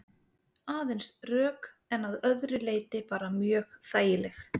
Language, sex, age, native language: Icelandic, female, 30-39, Icelandic